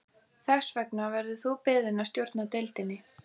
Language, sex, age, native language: Icelandic, female, 14, Icelandic